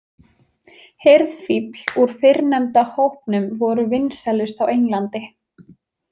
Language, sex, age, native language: Icelandic, female, 20-29, Icelandic